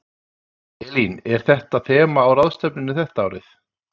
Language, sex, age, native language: Icelandic, male, 30-39, Icelandic